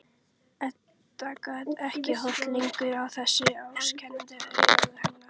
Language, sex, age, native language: Icelandic, female, 11, Icelandic